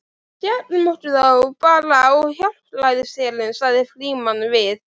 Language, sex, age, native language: Icelandic, female, 11, Icelandic